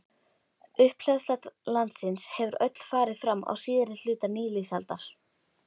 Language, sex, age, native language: Icelandic, female, 12, Icelandic